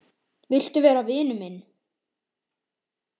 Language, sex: Icelandic, male